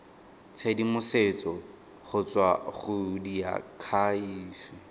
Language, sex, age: Tswana, male, 19